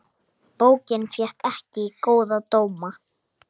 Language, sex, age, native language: Icelandic, male, 8, Icelandic